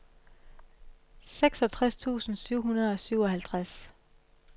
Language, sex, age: Danish, female, 31